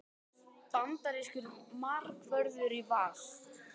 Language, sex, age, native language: Icelandic, male, 18-19, Icelandic